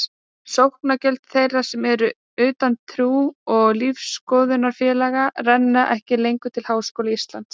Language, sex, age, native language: Icelandic, female, 30-39, Icelandic